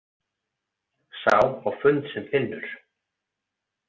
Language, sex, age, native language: Icelandic, male, 40-49, Icelandic